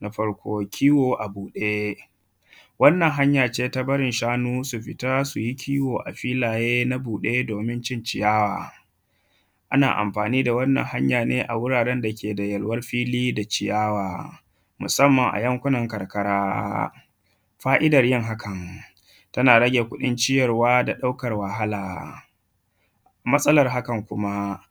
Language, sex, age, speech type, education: Hausa, male, 15-29, spontaneous, secondary